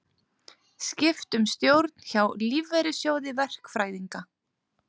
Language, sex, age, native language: Icelandic, female, 30-39, Icelandic